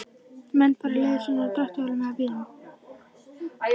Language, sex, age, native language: Icelandic, male, 11, Icelandic